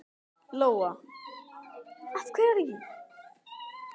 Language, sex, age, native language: Icelandic, male, 10, Icelandic